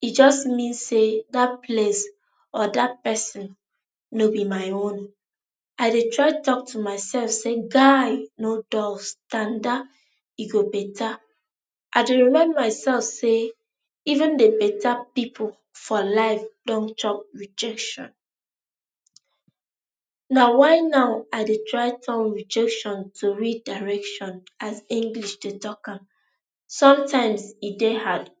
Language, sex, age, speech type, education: Nigerian Pidgin, female, 15-29, spontaneous, tertiary